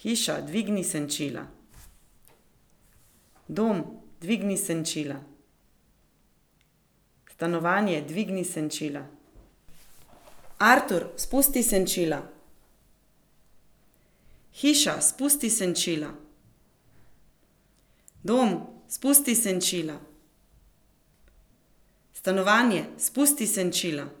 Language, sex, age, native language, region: Slovenian, female, 50-59, Slovenian, Central Slovenia